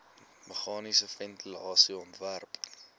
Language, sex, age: Afrikaans, male, 19